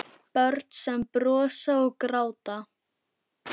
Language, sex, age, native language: Icelandic, female, 10, Icelandic